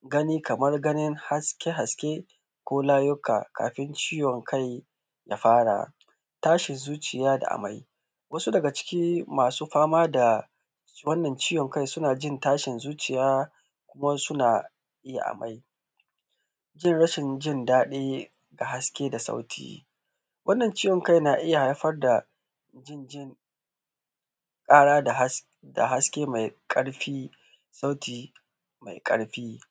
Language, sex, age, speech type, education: Hausa, male, 15-29, spontaneous, tertiary